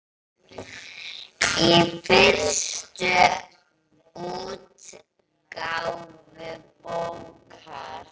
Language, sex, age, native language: Icelandic, female, 9, Icelandic